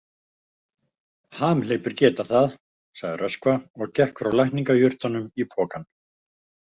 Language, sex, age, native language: Icelandic, male, 50-59, Icelandic